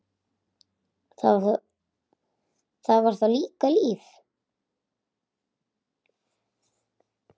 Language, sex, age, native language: Icelandic, female, 8, Icelandic